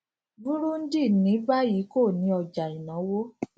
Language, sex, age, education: Yoruba, female, 46-60, tertiary